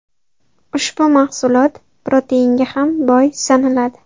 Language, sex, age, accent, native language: Uzbek, female, 18-24, Andijon, Uzbek